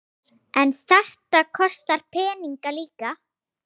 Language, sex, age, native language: Icelandic, female, 8, Icelandic